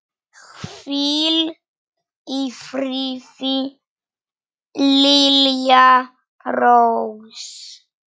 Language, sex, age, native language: Icelandic, male, 9, Polish